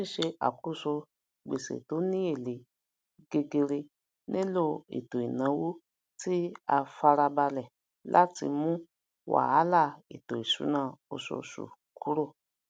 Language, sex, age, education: Yoruba, female, 46-60, tertiary